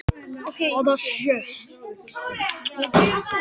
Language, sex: Icelandic, other